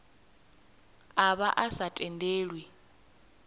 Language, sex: Venda, female